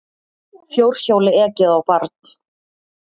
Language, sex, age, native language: Icelandic, female, 30-39, Icelandic